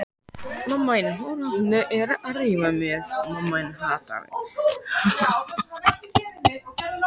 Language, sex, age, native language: Icelandic, male, 12, Icelandic